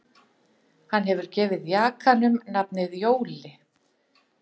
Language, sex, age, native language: Icelandic, female, 50-59, Icelandic